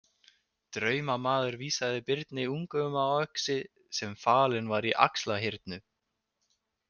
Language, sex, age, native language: Icelandic, male, 20-29, Icelandic